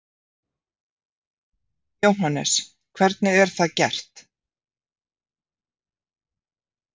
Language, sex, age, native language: Icelandic, female, 50-59, Icelandic